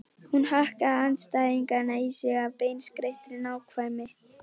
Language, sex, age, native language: Icelandic, female, 11, Icelandic